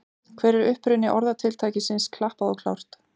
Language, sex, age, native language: Icelandic, female, 40-49, Icelandic